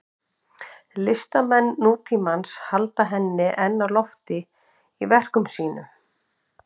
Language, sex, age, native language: Icelandic, female, 50-59, Icelandic